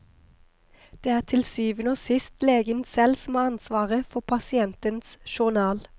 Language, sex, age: Norwegian, female, 23